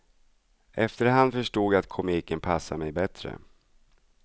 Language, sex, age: Swedish, male, 42